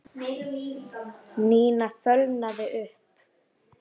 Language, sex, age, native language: Icelandic, female, 8, Icelandic